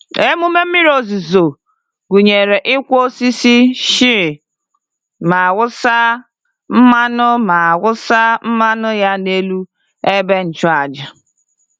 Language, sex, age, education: Igbo, female, 30-45, tertiary